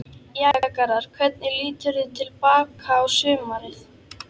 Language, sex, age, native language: Icelandic, female, 11, Icelandic